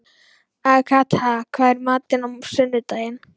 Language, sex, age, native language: Icelandic, female, 12, Icelandic